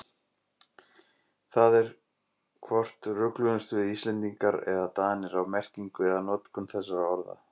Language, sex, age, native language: Icelandic, male, 40-49, Icelandic